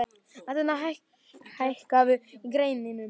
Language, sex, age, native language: Icelandic, male, 11, Icelandic